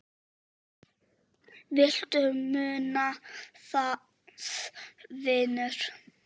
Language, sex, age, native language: Icelandic, male, 7, Czech